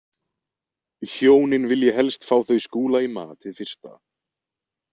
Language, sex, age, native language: Icelandic, male, 20-29, Icelandic